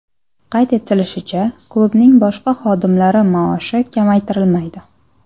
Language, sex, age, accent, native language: Uzbek, female, 19-29, Namangan, Uzbek